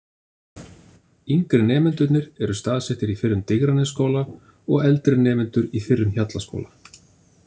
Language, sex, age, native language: Icelandic, male, 50-59, Icelandic